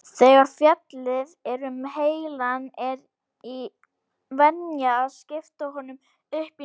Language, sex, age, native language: Icelandic, female, 18-19, Icelandic